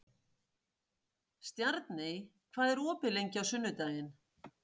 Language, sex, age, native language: Icelandic, female, 60-69, Icelandic